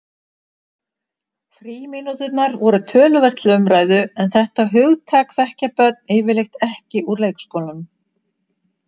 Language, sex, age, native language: Icelandic, female, 60-69, Icelandic